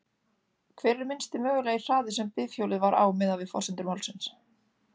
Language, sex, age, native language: Icelandic, female, 30-39, Icelandic